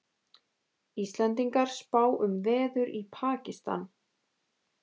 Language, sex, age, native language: Icelandic, female, 20-29, Icelandic